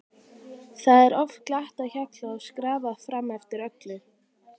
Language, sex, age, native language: Icelandic, female, 18-19, Icelandic